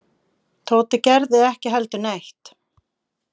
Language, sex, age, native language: Icelandic, female, 50-59, Icelandic